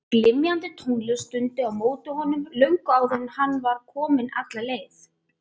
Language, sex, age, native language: Icelandic, female, 30-39, Icelandic